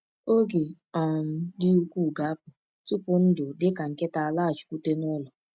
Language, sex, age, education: Igbo, female, 15-29, tertiary